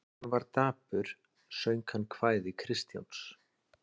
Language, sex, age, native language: Icelandic, male, 40-49, Icelandic